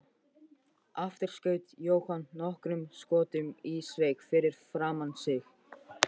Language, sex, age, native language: Icelandic, male, 14, Icelandic